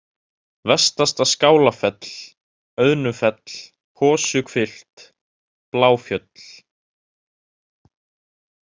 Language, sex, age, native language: Icelandic, male, 18-19, Icelandic